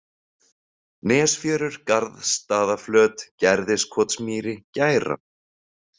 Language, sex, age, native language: Icelandic, male, 40-49, Icelandic